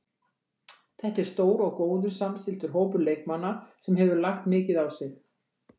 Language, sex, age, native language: Icelandic, female, 60-69, Icelandic